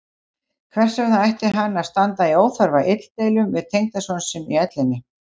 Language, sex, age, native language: Icelandic, female, 60-69, Icelandic